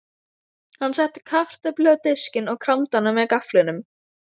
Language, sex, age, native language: Icelandic, female, 12, Icelandic